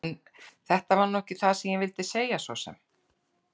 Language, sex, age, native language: Icelandic, female, 60-69, Icelandic